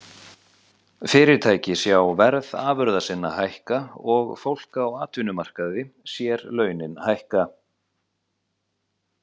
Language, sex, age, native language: Icelandic, male, 40-49, Icelandic